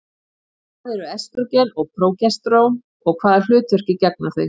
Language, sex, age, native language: Icelandic, female, 50-59, Icelandic